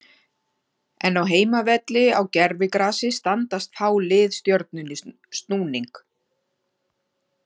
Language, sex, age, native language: Icelandic, female, 60-69, Icelandic